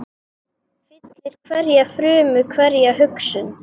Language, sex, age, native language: Icelandic, female, 10, Icelandic